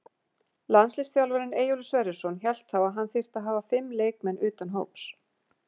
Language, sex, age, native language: Icelandic, female, 50-59, Icelandic